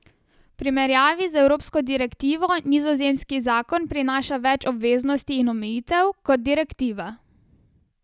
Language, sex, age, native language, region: Slovenian, female, 18-29, Slovenian, Savinja region